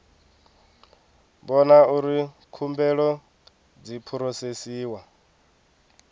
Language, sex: Venda, male